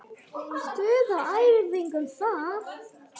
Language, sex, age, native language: Icelandic, female, 9, Icelandic